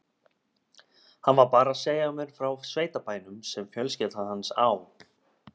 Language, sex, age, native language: Icelandic, male, 30-39, Icelandic